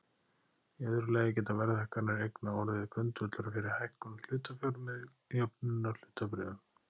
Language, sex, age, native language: Icelandic, male, 40-49, Icelandic